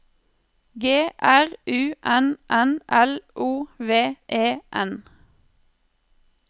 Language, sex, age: Norwegian, female, 23